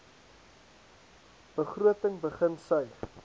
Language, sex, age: Afrikaans, male, 19